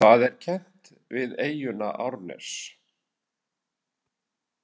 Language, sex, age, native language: Icelandic, male, 70-79, Icelandic